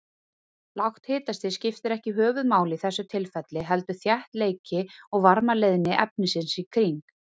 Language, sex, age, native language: Icelandic, female, 30-39, Icelandic